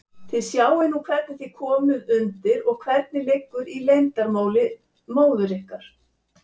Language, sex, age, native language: Icelandic, female, 70-79, Icelandic